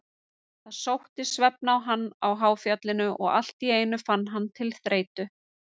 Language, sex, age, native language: Icelandic, female, 30-39, Icelandic